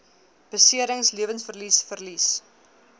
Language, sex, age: Afrikaans, female, 21